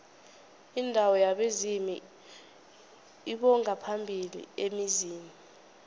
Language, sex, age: South Ndebele, female, 21